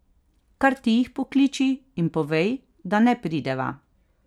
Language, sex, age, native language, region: Slovenian, female, 30-49, Slovenian, Carinthia region